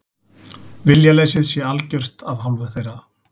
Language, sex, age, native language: Icelandic, male, 40-49, Icelandic